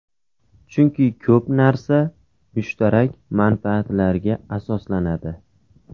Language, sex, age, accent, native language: Uzbek, male, 25-34, Farg'ona, Uzbek